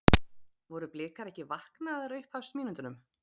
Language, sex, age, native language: Icelandic, female, 30-39, Icelandic